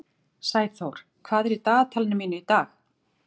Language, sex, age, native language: Icelandic, female, 40-49, Icelandic